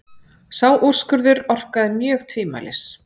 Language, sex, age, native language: Icelandic, female, 40-49, Icelandic